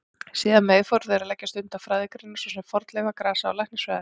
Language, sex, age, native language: Icelandic, female, 40-49, Icelandic